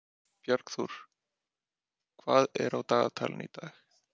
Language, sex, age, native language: Icelandic, male, 30-39, Icelandic